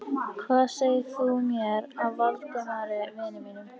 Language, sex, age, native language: Icelandic, female, 13, Icelandic